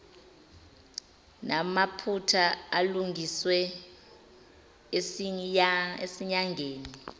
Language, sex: Zulu, female